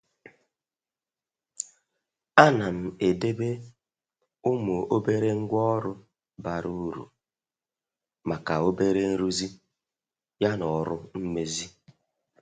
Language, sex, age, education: Igbo, male, 46-60, tertiary